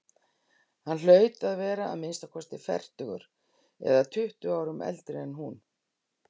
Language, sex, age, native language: Icelandic, female, 60-69, Icelandic